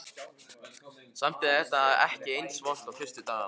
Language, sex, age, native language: Icelandic, male, 15, Icelandic